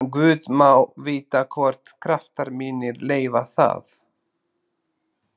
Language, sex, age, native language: Icelandic, male, 30-39, Slovak